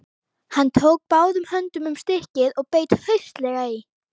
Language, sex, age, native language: Icelandic, female, 11, Icelandic